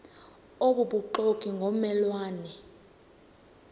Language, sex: Xhosa, female